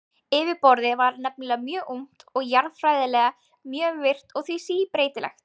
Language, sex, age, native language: Icelandic, female, 20-29, Icelandic